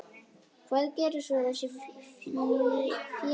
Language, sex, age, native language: Icelandic, male, 9, Icelandic